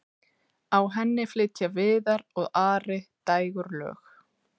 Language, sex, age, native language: Icelandic, female, 30-39, Icelandic